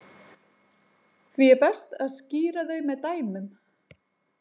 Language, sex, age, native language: Icelandic, female, 40-49, Icelandic